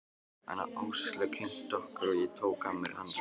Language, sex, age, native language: Icelandic, male, 12, Icelandic